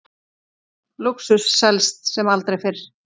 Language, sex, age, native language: Icelandic, female, 40-49, Icelandic